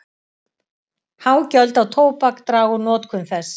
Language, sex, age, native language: Icelandic, female, 60-69, Icelandic